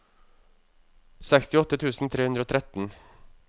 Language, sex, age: Norwegian, male, 35